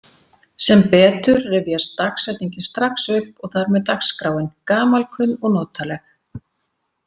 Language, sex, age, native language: Icelandic, female, 40-49, Icelandic